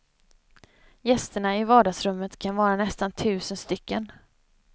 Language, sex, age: Swedish, female, 25